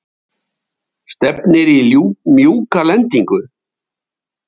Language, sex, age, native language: Icelandic, male, 70-79, Icelandic